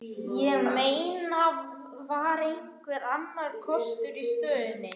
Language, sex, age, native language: Icelandic, male, 11, Icelandic